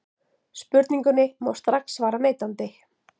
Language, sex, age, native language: Icelandic, female, 40-49, Icelandic